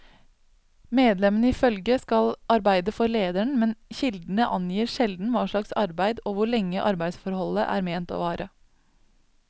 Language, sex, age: Norwegian, female, 27